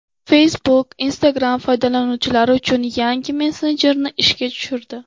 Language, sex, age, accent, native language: Uzbek, female, 18-24, Andijon, Uzbek